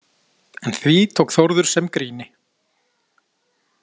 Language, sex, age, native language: Icelandic, male, 40-49, Icelandic